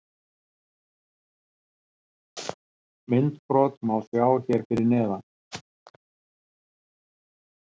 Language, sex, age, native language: Icelandic, male, 60-69, Icelandic